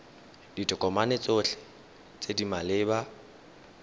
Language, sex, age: Tswana, male, 19